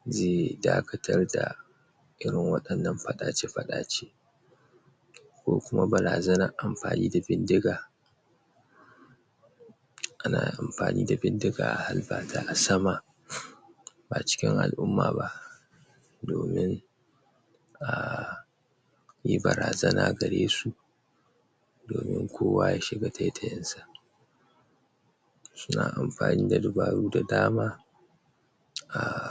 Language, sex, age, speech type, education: Hausa, male, 15-29, spontaneous, tertiary